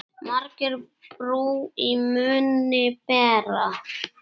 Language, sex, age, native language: Icelandic, male, 8, Icelandic